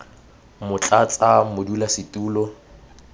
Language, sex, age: Tswana, male, 20